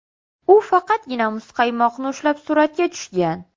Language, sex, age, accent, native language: Uzbek, female, 18-24, Sirdaryo, Uzbek